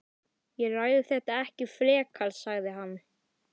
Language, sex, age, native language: Icelandic, male, 11, Icelandic